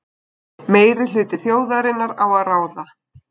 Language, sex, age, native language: Icelandic, female, 20-29, Icelandic